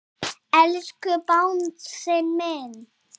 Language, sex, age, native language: Icelandic, female, 7, Icelandic